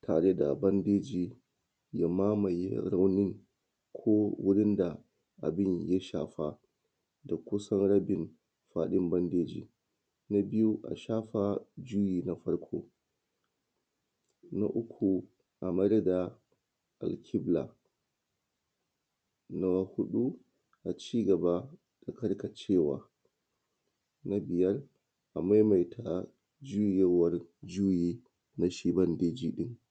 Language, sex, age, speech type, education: Hausa, male, 30-45, spontaneous, tertiary